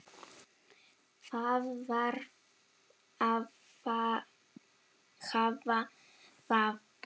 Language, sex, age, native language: Icelandic, female, 7, Icelandic